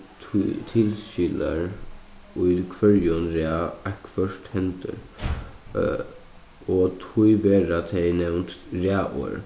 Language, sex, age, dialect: Faroese, male, 15-35, Suðuroy